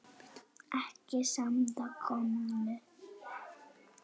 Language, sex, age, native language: Icelandic, male, 8, Icelandic